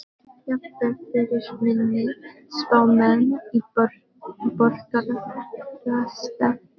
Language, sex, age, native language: Icelandic, female, 12, Icelandic